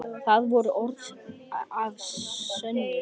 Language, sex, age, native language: Icelandic, female, 10, Icelandic